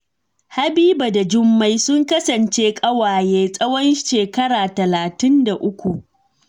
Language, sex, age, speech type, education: Hausa, female, 30-45, read, tertiary